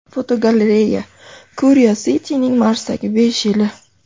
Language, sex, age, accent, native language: Uzbek, female, 25-34, Andijon, Uzbek